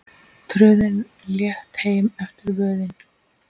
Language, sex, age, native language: Icelandic, female, 8, Icelandic